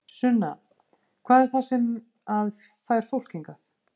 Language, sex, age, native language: Icelandic, female, 50-59, Icelandic